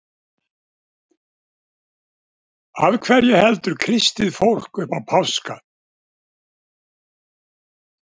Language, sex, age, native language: Icelandic, male, 70-79, Icelandic